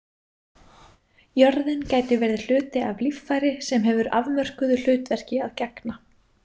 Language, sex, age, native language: Icelandic, female, 20-29, Icelandic